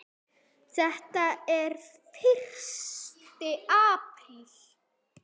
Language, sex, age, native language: Icelandic, female, 9, Icelandic